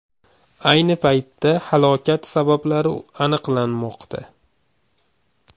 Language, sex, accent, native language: Uzbek, male, Farg'ona, Uzbek